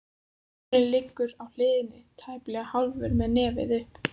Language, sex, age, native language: Icelandic, female, 14, Icelandic